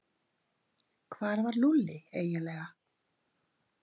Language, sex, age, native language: Icelandic, female, 50-59, Icelandic